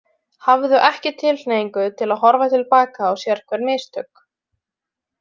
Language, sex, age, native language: Icelandic, female, 20-29, Icelandic